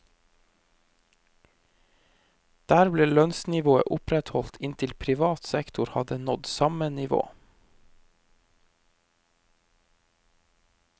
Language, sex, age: Norwegian, male, 23